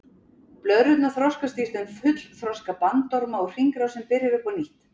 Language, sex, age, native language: Icelandic, female, 40-49, Icelandic